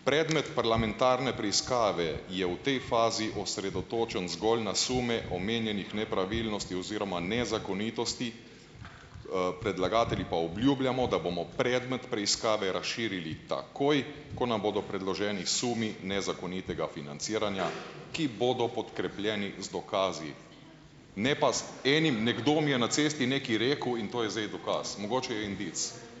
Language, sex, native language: Slovenian, male, Slovenian